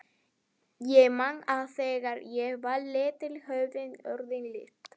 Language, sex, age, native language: Icelandic, female, 11, Spanish